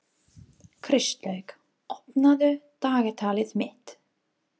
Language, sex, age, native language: Icelandic, female, 30-39, English